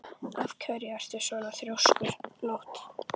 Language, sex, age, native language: Icelandic, female, 11, Icelandic